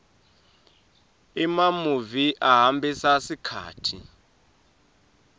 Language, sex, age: Swati, male, 23